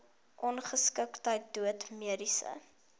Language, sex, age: Afrikaans, female, 21